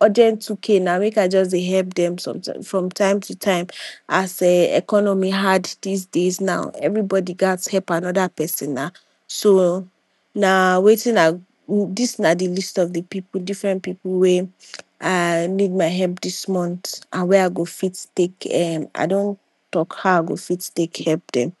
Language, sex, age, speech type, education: Nigerian Pidgin, female, 46-60, spontaneous, tertiary